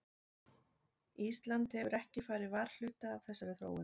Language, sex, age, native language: Icelandic, female, 40-49, Icelandic